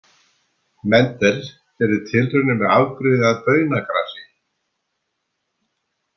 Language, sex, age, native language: Icelandic, male, 70-79, Icelandic